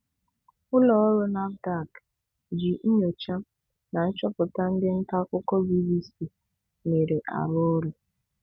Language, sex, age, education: Igbo, female, 15-29, tertiary